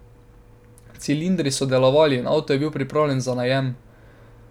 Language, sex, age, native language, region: Slovenian, male, 12-17, Slovenian, Drava region